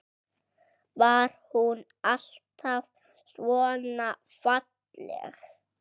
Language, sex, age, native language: Icelandic, male, 6, Icelandic